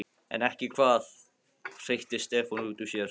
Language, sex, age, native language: Icelandic, male, 15, Icelandic